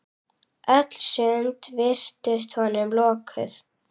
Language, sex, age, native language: Icelandic, female, 8, Icelandic